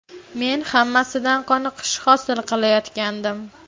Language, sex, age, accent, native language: Uzbek, female, 12-17, Farg'ona, Uzbek